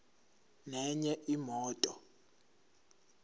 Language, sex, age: Zulu, male, 17